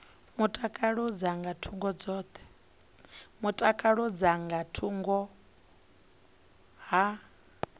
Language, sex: Venda, female